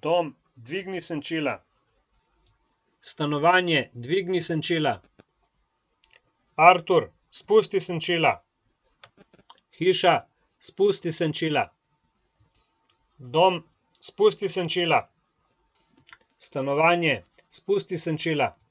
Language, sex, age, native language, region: Slovenian, male, 50-59, Slovenian, Coastal Karst region